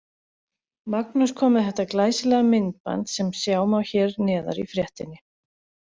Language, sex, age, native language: Icelandic, other, 40-49, Icelandic